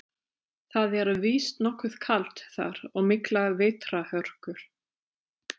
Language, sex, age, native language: Icelandic, female, 30-39, German